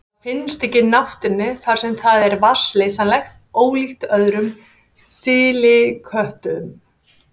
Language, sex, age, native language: Icelandic, female, 50-59, Icelandic